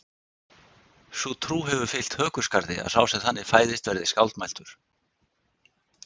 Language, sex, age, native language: Icelandic, male, 60-69, Icelandic